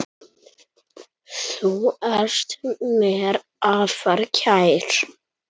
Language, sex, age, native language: Icelandic, male, 9, Icelandic